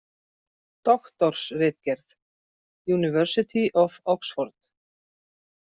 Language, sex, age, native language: Icelandic, female, 40-49, Icelandic